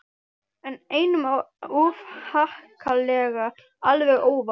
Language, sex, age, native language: Icelandic, male, 12, Icelandic